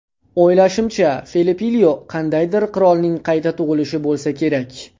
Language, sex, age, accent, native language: Uzbek, male, under 19, Andijon, Uzbek